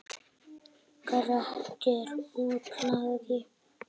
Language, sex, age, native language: Icelandic, male, 8, Icelandic